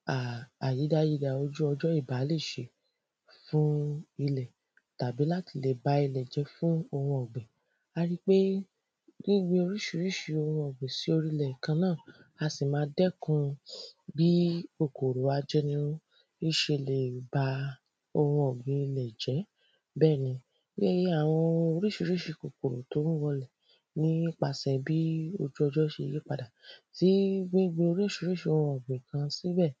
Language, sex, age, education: Yoruba, female, 30-45, tertiary